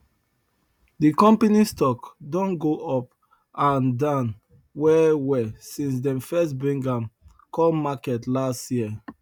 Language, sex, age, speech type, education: Nigerian Pidgin, male, 30-45, spontaneous, tertiary